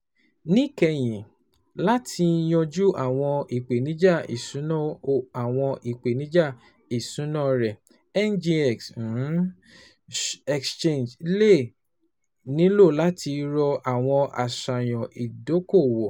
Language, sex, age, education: Yoruba, male, 30-45, tertiary